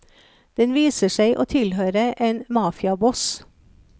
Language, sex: Norwegian, female